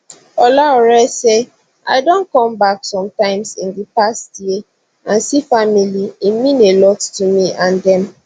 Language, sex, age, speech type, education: Nigerian Pidgin, female, 15-29, spontaneous, tertiary